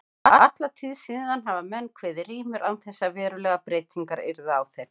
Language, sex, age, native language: Icelandic, female, 20-29, Icelandic